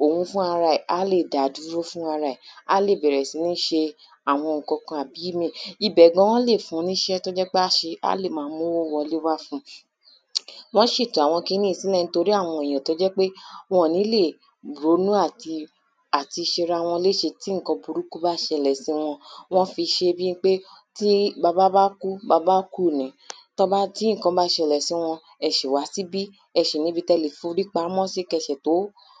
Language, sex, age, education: Yoruba, female, 30-45, tertiary